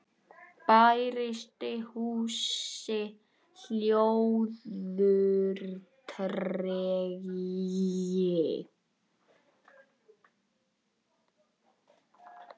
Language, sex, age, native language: Icelandic, male, 10, Icelandic